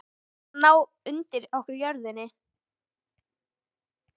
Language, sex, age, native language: Icelandic, female, 13, Icelandic